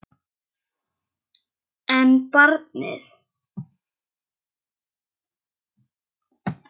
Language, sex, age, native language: Icelandic, male, 10, Icelandic